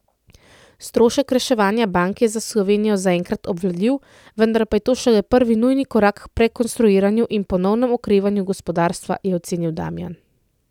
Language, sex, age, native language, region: Slovenian, female, 30-49, Slovenian, Central Slovenia